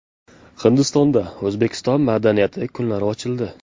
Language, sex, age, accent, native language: Uzbek, male, 18-24, Jizzax, Uzbek